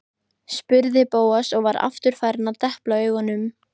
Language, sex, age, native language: Icelandic, female, 14, Icelandic